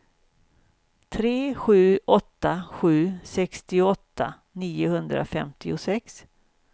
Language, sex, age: Swedish, female, 56